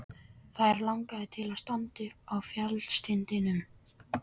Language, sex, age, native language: Icelandic, male, 12, Icelandic